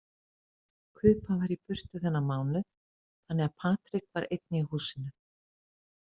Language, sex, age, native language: Icelandic, female, 50-59, Icelandic